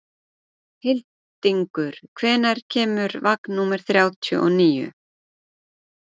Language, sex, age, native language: Icelandic, female, 40-49, Icelandic